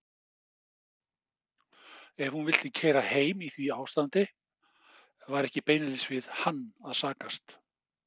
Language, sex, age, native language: Icelandic, male, 60-69, Icelandic